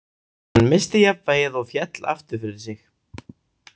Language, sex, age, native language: Icelandic, male, 18-19, Icelandic